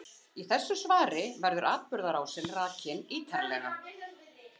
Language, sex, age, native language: Icelandic, female, 50-59, Icelandic